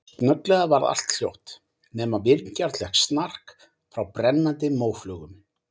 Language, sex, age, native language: Icelandic, male, 40-49, Icelandic